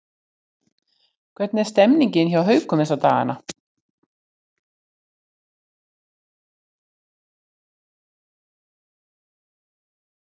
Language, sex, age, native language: Icelandic, female, 60-69, Icelandic